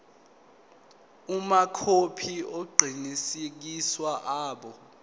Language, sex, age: Zulu, male, 19